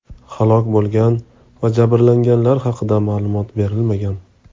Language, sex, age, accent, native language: Uzbek, male, 25-34, Toshkent viloyati, Uzbek